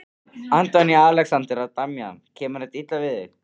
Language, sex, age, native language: Icelandic, male, 13, Icelandic